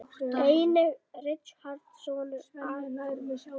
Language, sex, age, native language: Icelandic, female, 10, Icelandic